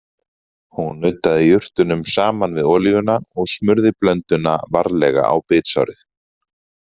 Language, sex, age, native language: Icelandic, male, 40-49, Icelandic